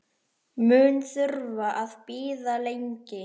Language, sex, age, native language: Icelandic, male, 10, Icelandic